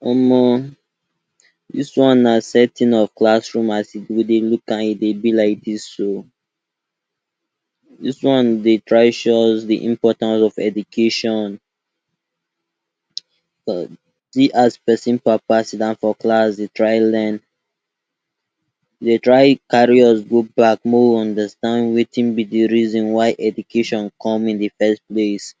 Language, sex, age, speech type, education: Nigerian Pidgin, male, 46-60, spontaneous, tertiary